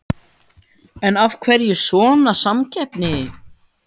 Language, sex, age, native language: Icelandic, female, 14, Icelandic